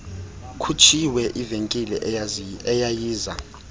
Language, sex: Xhosa, male